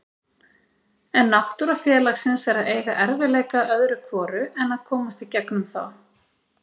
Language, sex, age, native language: Icelandic, female, 30-39, Icelandic